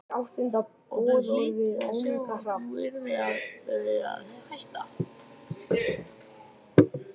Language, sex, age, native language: Icelandic, female, 18-19, Icelandic